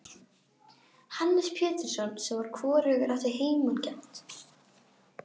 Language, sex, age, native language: Icelandic, female, 12, Icelandic